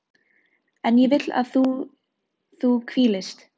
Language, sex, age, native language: Icelandic, female, 13, Filipino